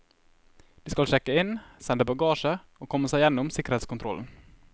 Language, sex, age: Norwegian, male, 21